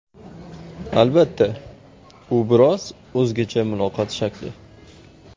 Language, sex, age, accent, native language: Uzbek, male, 25-34, Farg'ona, Uzbek